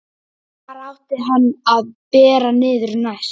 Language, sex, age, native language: Icelandic, male, 11, Icelandic